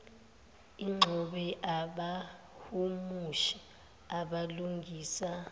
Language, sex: Zulu, female